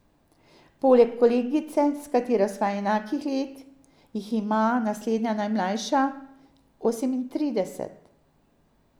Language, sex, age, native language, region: Slovenian, female, 50-59, Slovenian, Drava region